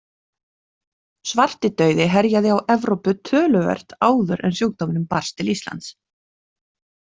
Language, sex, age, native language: Icelandic, female, 40-49, Icelandic